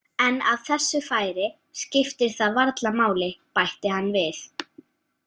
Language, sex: Icelandic, female